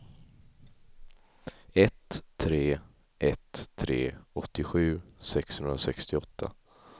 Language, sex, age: Swedish, male, 18